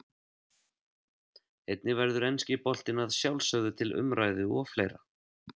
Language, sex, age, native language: Icelandic, male, 30-39, Icelandic